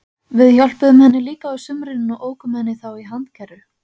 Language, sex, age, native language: Icelandic, female, 20-29, Icelandic